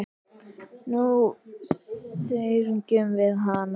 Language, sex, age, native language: Icelandic, female, 10, Icelandic